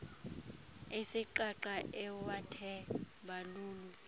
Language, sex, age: Xhosa, female, 26